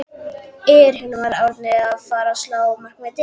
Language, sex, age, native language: Icelandic, male, 12, Icelandic